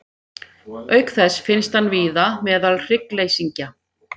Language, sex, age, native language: Icelandic, female, 50-59, Icelandic